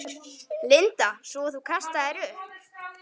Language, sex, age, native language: Icelandic, male, 9, Icelandic